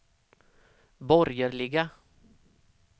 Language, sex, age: Swedish, male, 32